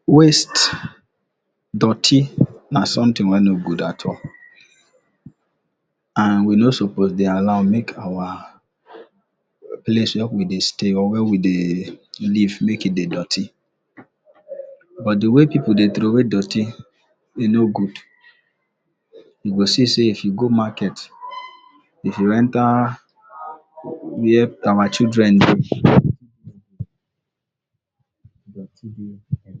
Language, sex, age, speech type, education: Nigerian Pidgin, male, 46-60, spontaneous, tertiary